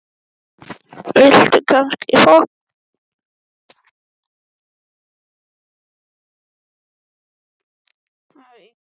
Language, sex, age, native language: Icelandic, male, 12, Icelandic